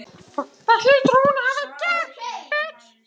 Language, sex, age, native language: Icelandic, male, 12, Icelandic